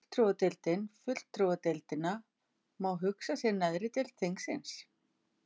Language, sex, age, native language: Icelandic, female, 50-59, Icelandic